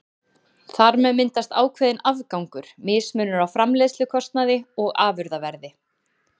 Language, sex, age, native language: Icelandic, female, 30-39, Icelandic